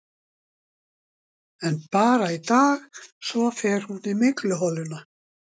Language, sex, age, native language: Icelandic, female, 60-69, Icelandic